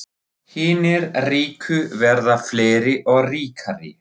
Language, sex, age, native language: Icelandic, male, 40-49, Icelandic